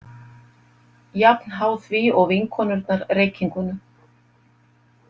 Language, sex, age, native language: Icelandic, female, 50-59, Icelandic